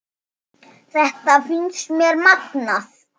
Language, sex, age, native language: Icelandic, male, 6, Icelandic